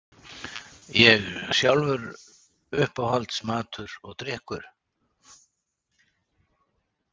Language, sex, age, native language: Icelandic, male, 60-69, Icelandic